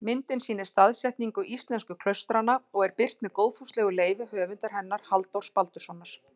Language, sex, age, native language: Icelandic, female, 40-49, Icelandic